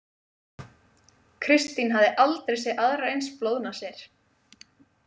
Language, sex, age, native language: Icelandic, female, 20-29, Icelandic